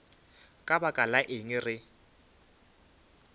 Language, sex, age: Northern Sotho, male, 24